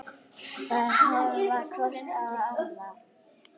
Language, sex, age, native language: Icelandic, female, 8, Icelandic